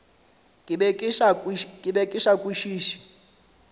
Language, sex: Northern Sotho, male